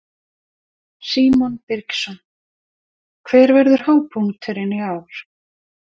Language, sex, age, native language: Icelandic, female, 50-59, Icelandic